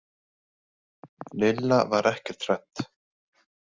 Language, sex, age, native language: Icelandic, male, 20-29, Icelandic